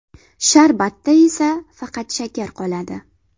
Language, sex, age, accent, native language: Uzbek, female, 18-24, Farg'ona, Uzbek